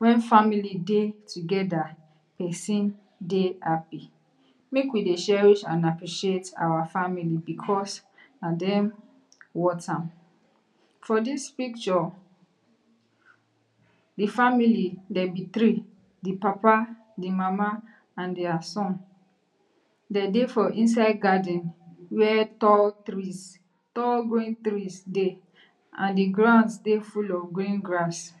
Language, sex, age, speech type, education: Nigerian Pidgin, female, 60+, spontaneous, tertiary